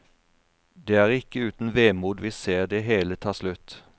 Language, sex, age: Norwegian, male, 41